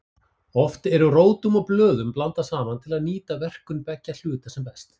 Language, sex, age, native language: Icelandic, male, 40-49, Icelandic